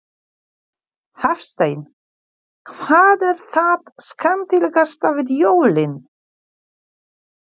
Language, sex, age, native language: Icelandic, female, 40-49, Polish